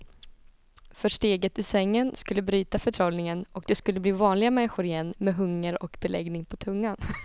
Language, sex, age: Swedish, female, 20